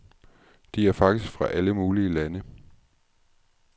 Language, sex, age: Danish, male, 36